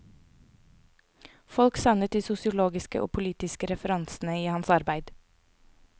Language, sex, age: Norwegian, female, 24